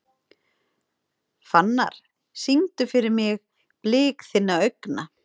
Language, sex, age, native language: Icelandic, female, 30-39, Icelandic